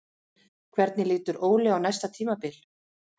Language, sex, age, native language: Icelandic, female, 40-49, Icelandic